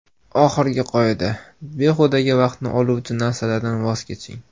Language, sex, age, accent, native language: Uzbek, male, 18-24, Farg'ona, Uzbek